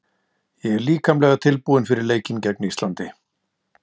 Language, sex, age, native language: Icelandic, male, 60-69, Icelandic